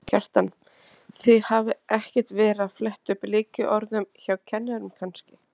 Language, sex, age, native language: Icelandic, female, 30-39, Icelandic